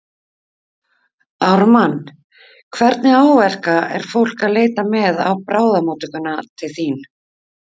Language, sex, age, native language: Icelandic, female, 50-59, Icelandic